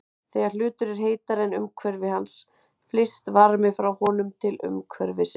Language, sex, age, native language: Icelandic, female, 30-39, Icelandic